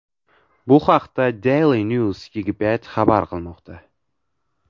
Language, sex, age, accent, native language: Uzbek, male, 18-24, Navoiy, Uzbek